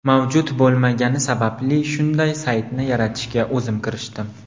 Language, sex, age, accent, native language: Uzbek, male, 18-24, Farg'ona, Uzbek